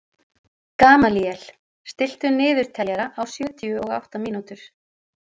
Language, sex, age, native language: Icelandic, female, 40-49, Icelandic